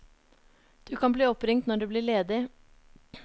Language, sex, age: Norwegian, female, 30